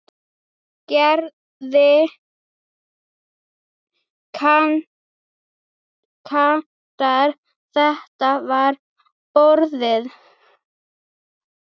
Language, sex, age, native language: Icelandic, female, 8, Icelandic